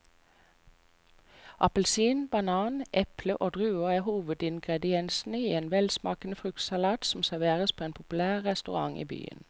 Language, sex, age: Norwegian, female, 45